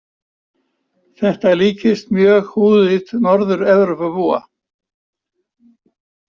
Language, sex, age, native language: Icelandic, male, 70-79, Icelandic